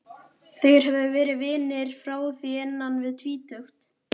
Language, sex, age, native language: Icelandic, male, 12, Icelandic